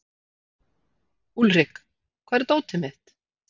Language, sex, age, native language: Icelandic, female, 40-49, Icelandic